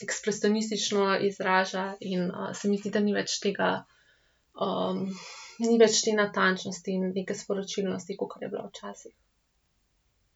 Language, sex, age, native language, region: Slovenian, female, 18-29, Slovenian, Central Slovenia